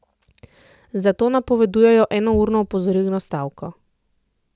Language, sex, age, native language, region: Slovenian, female, 30-49, Slovenian, Central Slovenia